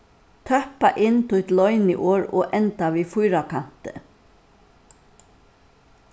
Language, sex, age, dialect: Faroese, female, 61+, Suðurstreymoy